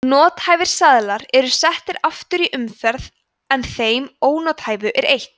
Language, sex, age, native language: Icelandic, female, 20-29, Icelandic